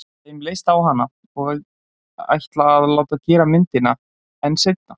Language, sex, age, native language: Icelandic, male, 20-29, Icelandic